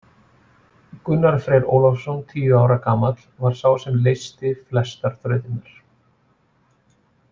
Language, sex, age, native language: Icelandic, male, 40-49, Icelandic